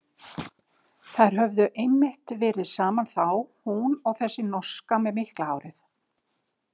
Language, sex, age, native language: Icelandic, female, 50-59, Icelandic